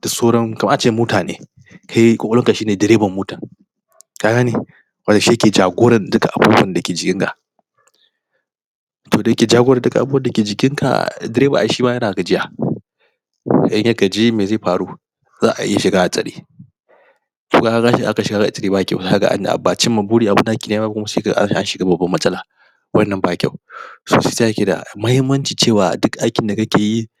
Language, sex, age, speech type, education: Hausa, male, 30-45, spontaneous, primary